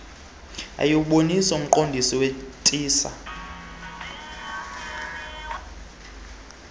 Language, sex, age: Xhosa, male, 22